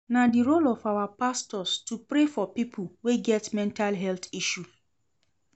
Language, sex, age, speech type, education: Nigerian Pidgin, female, 30-45, read, secondary